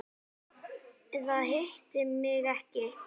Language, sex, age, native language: Icelandic, female, 8, Icelandic